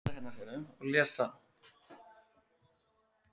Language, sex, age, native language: Icelandic, female, 8, Icelandic